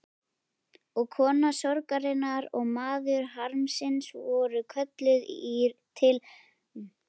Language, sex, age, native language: Icelandic, female, 13, Icelandic